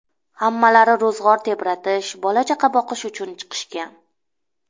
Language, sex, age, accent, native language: Uzbek, female, 25-34, Namangan, Uzbek